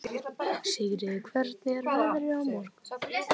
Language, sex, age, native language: Icelandic, male, 18-19, Icelandic